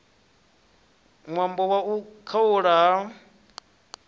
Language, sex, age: Venda, male, 33